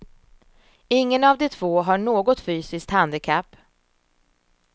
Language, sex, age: Swedish, female, 34